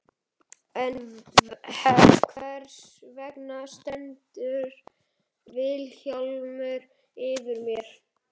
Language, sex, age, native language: Icelandic, male, 11, Icelandic